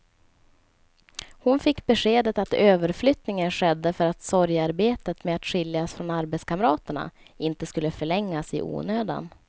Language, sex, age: Swedish, female, 27